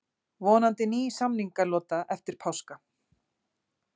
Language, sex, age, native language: Icelandic, female, 40-49, Icelandic